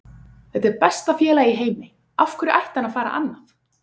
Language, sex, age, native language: Icelandic, female, 20-29, Icelandic